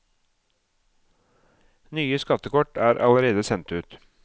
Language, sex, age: Norwegian, male, 37